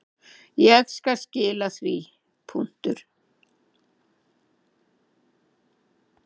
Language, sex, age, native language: Icelandic, female, 70-79, Icelandic